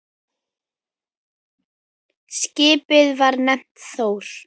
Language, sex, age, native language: Icelandic, female, 9, Icelandic